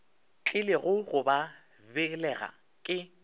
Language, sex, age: Northern Sotho, male, 24